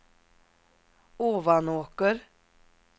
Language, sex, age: Swedish, female, 47